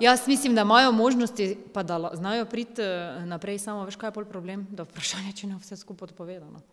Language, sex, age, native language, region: Slovenian, female, 30-49, Slovenian, Drava region